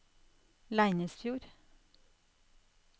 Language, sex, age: Norwegian, female, 46